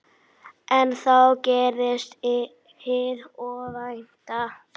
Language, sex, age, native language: Icelandic, female, 8, Icelandic